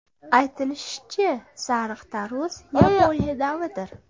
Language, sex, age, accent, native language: Uzbek, female, 25-34, Toshkent shahri, Uzbek